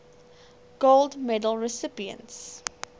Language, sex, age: English, female, 19